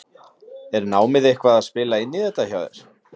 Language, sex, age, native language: Icelandic, male, 30-39, Icelandic